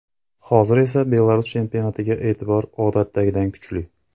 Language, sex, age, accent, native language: Uzbek, male, 25-34, Andijon, Uzbek